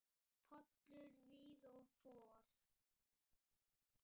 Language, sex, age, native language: Icelandic, male, 8, Icelandic